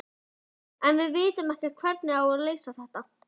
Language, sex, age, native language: Icelandic, female, 11, Icelandic